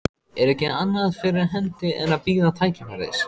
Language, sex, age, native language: Icelandic, male, 14, Icelandic